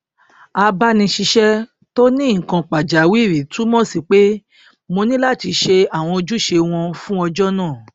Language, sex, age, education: Yoruba, female, 30-45, tertiary